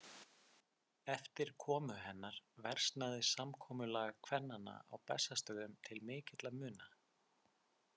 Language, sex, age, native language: Icelandic, male, 20-29, Icelandic